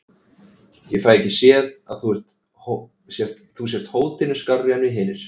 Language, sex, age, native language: Icelandic, male, 30-39, Icelandic